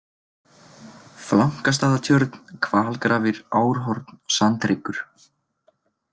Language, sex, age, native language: Icelandic, male, 20-29, Icelandic